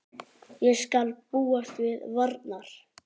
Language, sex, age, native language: Icelandic, male, 9, Icelandic